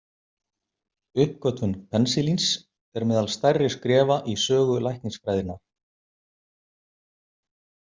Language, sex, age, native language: Icelandic, male, 50-59, Icelandic